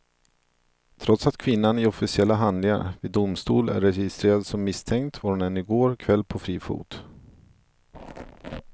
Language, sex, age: Swedish, male, 42